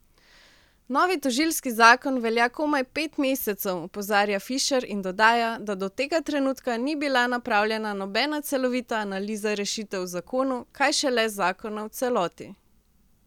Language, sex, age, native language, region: Slovenian, female, 18-29, Slovenian, Central Slovenia